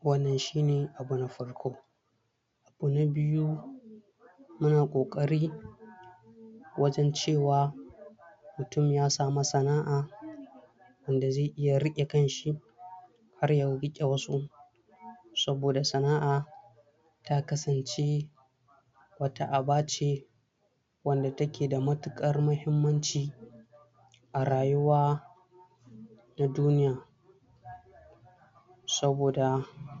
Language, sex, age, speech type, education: Hausa, male, 60+, spontaneous, tertiary